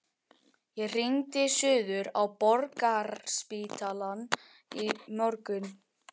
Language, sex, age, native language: Icelandic, male, 12, Icelandic